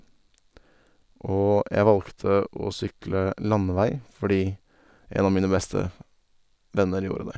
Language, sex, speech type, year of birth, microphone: Norwegian, male, spontaneous, 1990, Sennheiser